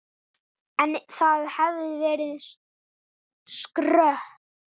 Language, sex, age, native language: Icelandic, male, 8, Icelandic